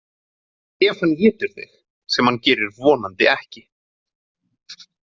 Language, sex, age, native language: Icelandic, male, 20-29, Icelandic